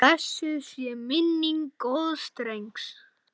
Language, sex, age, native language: Icelandic, male, 8, Icelandic